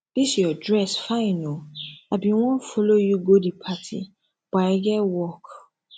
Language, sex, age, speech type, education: Nigerian Pidgin, female, 15-29, spontaneous, tertiary